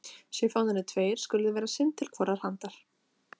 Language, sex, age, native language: Icelandic, female, 30-39, Icelandic